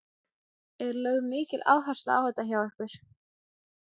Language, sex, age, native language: Icelandic, female, 17, Icelandic